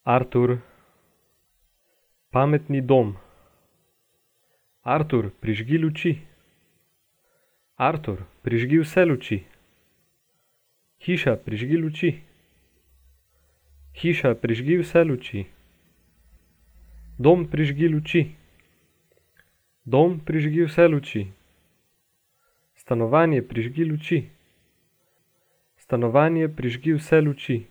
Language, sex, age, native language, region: Slovenian, male, 18-29, Slovenian, Gorica region